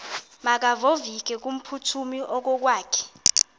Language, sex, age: Xhosa, female, 22